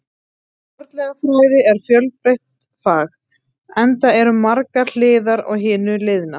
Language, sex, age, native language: Icelandic, female, 30-39, Icelandic